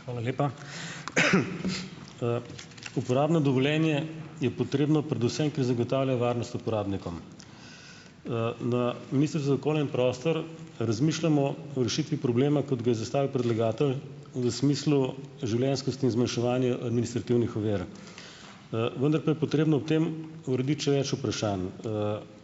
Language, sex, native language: Slovenian, male, Slovenian